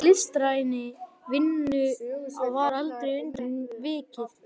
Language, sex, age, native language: Icelandic, male, 11, Icelandic